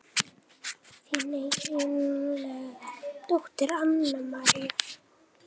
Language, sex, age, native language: Icelandic, female, 9, Icelandic